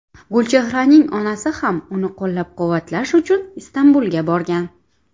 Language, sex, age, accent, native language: Uzbek, female, 19-29, Samarqand, Uzbek